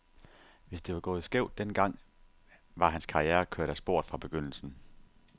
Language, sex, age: Danish, male, 30